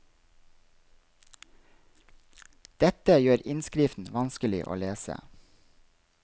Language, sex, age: Norwegian, male, 32